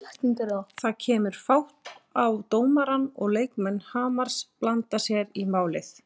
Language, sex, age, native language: Icelandic, male, 20-29, Icelandic